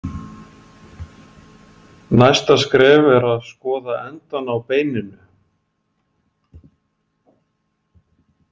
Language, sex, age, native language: Icelandic, male, 40-49, Icelandic